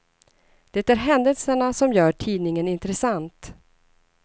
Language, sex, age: Swedish, female, 39